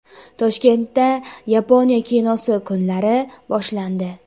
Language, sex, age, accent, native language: Uzbek, female, 18-24, Jizzax, Uzbek